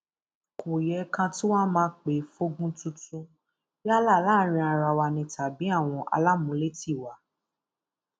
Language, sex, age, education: Yoruba, female, 15-29, tertiary